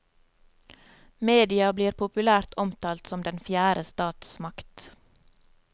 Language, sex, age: Norwegian, female, 27